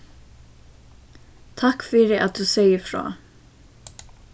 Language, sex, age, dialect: Faroese, female, 15-35, Suðurstreymoy